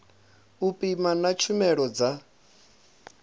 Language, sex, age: Venda, male, 25